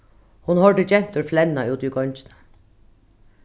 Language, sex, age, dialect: Faroese, female, 36-60, Norðuroyggjar